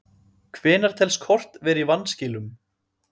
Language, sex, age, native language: Icelandic, male, 30-39, Icelandic